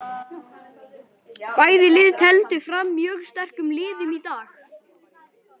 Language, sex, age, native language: Icelandic, female, 18-19, Icelandic